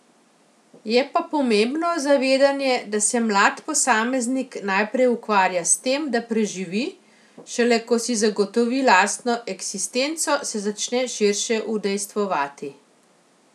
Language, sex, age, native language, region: Slovenian, female, 50-59, Slovenian, Central Slovenia